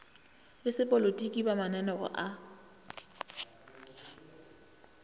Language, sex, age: Northern Sotho, female, 21